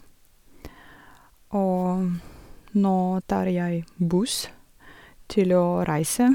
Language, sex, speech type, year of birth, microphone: Norwegian, female, spontaneous, 1982, Sennheiser